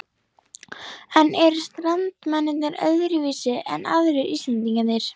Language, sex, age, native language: Icelandic, female, 11, Icelandic